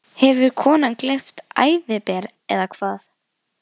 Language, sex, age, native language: Icelandic, female, 12, Icelandic